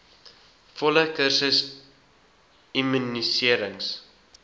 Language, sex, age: Afrikaans, male, 19